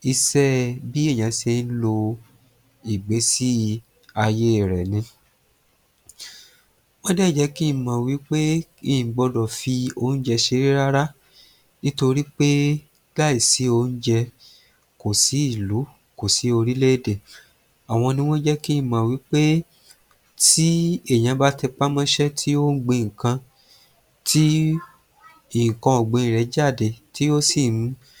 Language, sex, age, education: Yoruba, male, 30-45, tertiary